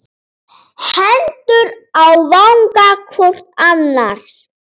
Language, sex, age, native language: Icelandic, female, 7, Icelandic